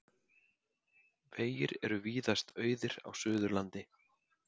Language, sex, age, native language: Icelandic, male, 50-59, Icelandic